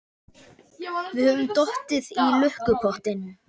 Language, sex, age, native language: Icelandic, male, 18-19, Icelandic